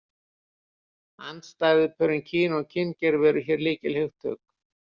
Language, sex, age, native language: Icelandic, male, 60-69, Icelandic